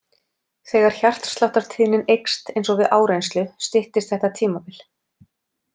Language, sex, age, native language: Icelandic, female, 40-49, Icelandic